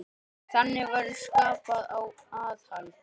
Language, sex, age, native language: Icelandic, male, 10, Icelandic